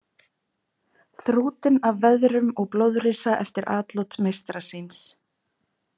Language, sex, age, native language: Icelandic, female, 20-29, Icelandic